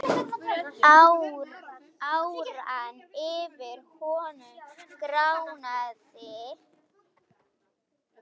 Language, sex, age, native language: Icelandic, female, 20-29, Icelandic